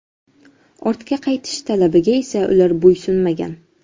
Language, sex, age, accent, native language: Uzbek, female, 12-17, Jizzax, Uzbek